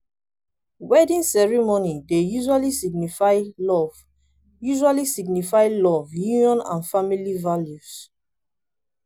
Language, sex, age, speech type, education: Nigerian Pidgin, female, 15-29, spontaneous, tertiary